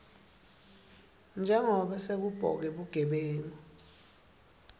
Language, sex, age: Swati, male, 19